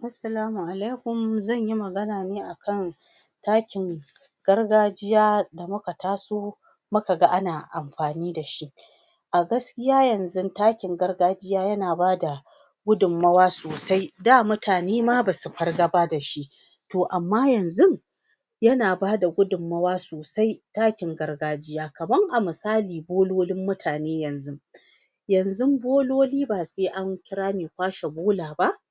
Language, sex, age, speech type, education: Hausa, female, 46-60, spontaneous, tertiary